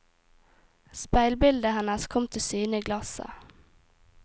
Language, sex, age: Norwegian, female, 18